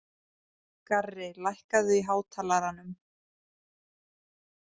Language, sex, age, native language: Icelandic, female, 20-29, Icelandic